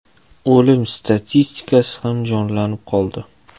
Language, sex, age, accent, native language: Uzbek, male, 25-34, Toshkent shahri, Uzbek